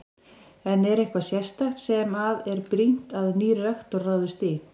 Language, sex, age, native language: Icelandic, female, 20-29, Icelandic